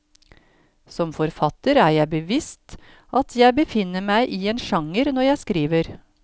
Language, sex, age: Norwegian, female, 53